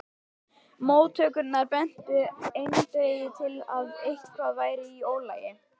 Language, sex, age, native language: Icelandic, male, 11, Icelandic